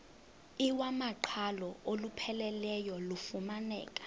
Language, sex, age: Xhosa, female, 22